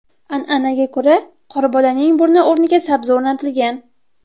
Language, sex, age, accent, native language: Uzbek, female, 12-17, Toshkent viloyati, Uzbek